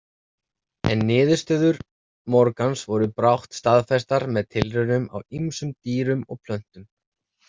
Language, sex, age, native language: Icelandic, male, 30-39, Icelandic